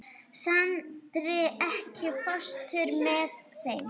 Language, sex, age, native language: Icelandic, female, 18-19, Icelandic